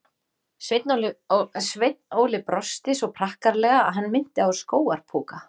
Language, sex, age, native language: Icelandic, female, 40-49, Icelandic